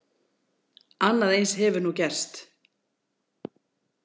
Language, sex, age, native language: Icelandic, female, 40-49, Icelandic